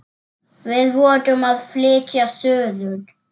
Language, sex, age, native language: Icelandic, male, 7, Icelandic